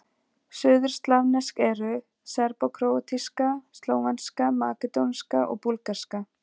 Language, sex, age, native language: Icelandic, female, 40-49, Icelandic